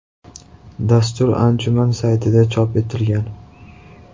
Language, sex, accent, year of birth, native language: Uzbek, male, Andijon, 2003, Uzbek